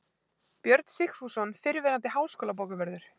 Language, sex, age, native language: Icelandic, female, 20-29, Icelandic